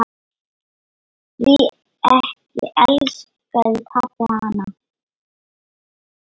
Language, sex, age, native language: Icelandic, female, 9, Lithuanian